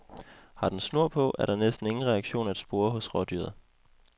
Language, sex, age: Danish, male, 21